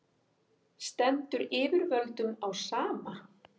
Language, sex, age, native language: Icelandic, female, 50-59, Icelandic